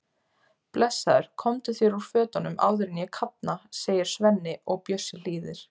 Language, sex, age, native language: Icelandic, female, 20-29, Icelandic